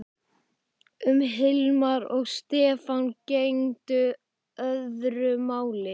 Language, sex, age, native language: Icelandic, male, 12, Icelandic